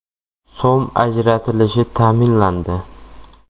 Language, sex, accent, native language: Uzbek, male, Jizzax, Uzbek